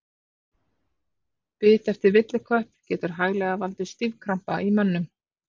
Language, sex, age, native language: Icelandic, female, 40-49, Icelandic